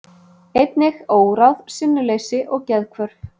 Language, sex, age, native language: Icelandic, female, 30-39, Icelandic